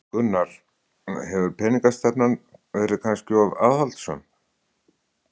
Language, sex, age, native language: Icelandic, male, 60-69, Icelandic